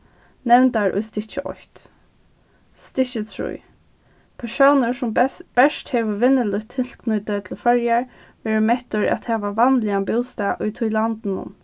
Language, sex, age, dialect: Faroese, female, 15-35, Norðurstreymoy/Eysturoy